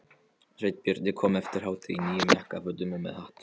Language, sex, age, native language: Icelandic, male, 13, Polish